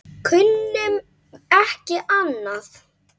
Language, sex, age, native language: Icelandic, male, 8, Icelandic